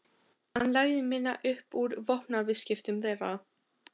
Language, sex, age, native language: Icelandic, female, 13, Albanian